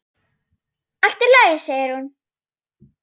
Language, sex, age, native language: Icelandic, female, 8, Icelandic